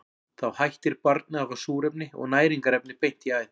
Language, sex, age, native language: Icelandic, male, 40-49, Icelandic